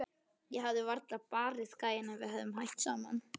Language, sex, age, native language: Icelandic, male, 11, Icelandic